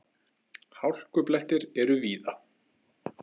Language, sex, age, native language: Icelandic, male, 20-29, Icelandic